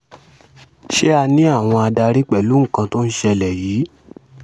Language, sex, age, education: Yoruba, male, 15-29, secondary